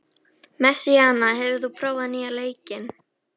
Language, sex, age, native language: Icelandic, female, 13, Icelandic